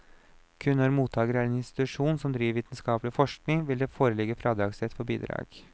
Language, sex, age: Norwegian, male, 29